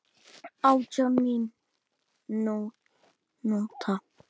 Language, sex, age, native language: Icelandic, female, 10, Icelandic